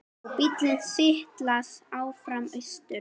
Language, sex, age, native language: Icelandic, female, 10, Icelandic